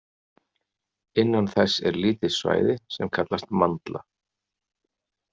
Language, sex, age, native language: Icelandic, male, 40-49, Icelandic